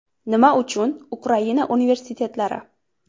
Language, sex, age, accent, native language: Uzbek, female, 18-24, Farg'ona, Uzbek